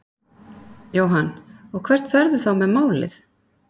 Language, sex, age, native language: Icelandic, female, 50-59, Icelandic